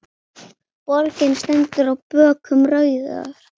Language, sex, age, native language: Icelandic, male, 7, Icelandic